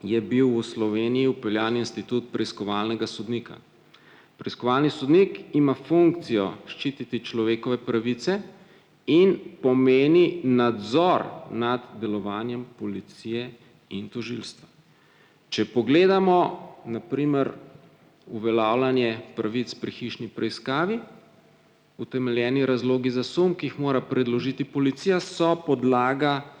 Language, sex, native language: Slovenian, male, Slovenian